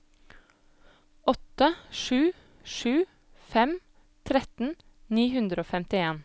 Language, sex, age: Norwegian, female, 25